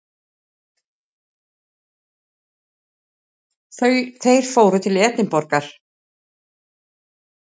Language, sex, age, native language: Icelandic, female, 60-69, Icelandic